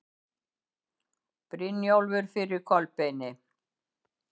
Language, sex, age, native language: Icelandic, female, 70-79, Icelandic